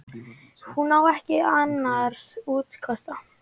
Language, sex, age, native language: Icelandic, male, 18-19, Icelandic